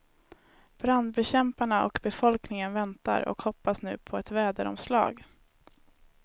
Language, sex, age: Swedish, female, 19